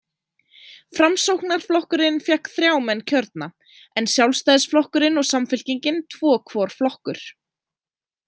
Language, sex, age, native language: Icelandic, female, 20-29, Icelandic